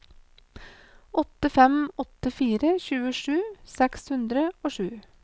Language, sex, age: Norwegian, female, 28